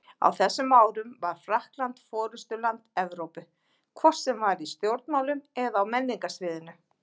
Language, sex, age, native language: Icelandic, female, 40-49, Icelandic